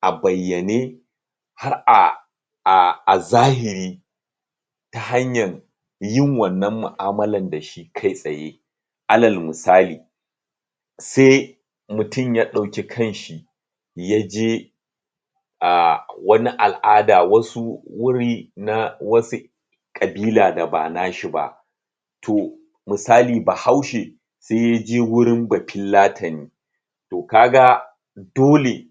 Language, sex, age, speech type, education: Hausa, male, 30-45, spontaneous, tertiary